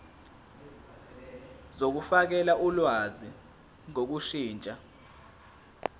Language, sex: Zulu, male